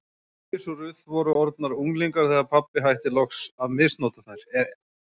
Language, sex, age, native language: Icelandic, male, 40-49, Icelandic